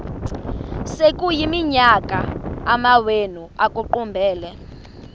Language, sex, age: Xhosa, female, 32